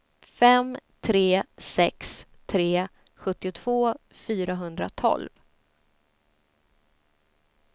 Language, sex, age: Swedish, female, 30